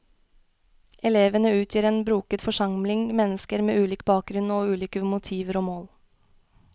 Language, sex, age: Norwegian, female, 21